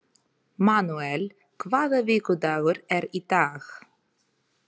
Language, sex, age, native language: Icelandic, female, 30-39, Ukrainian